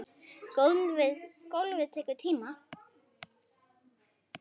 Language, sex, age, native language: Icelandic, female, 9, Icelandic